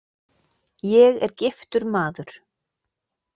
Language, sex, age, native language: Icelandic, female, 40-49, Icelandic